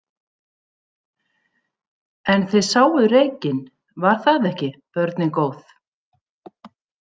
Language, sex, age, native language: Icelandic, female, 60-69, Icelandic